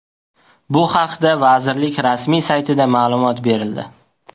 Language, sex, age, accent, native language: Uzbek, male, 18-24, Toshkent viloyati, Uzbek